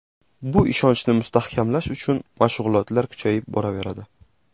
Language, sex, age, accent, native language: Uzbek, male, 18-24, Jizzax, Uzbek